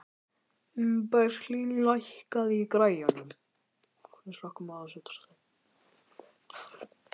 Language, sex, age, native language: Icelandic, female, 12, Icelandic